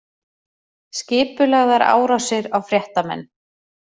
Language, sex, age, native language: Icelandic, female, 30-39, Icelandic